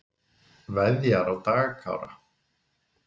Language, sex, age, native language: Icelandic, male, 30-39, Icelandic